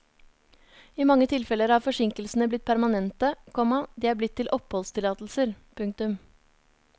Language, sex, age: Norwegian, female, 30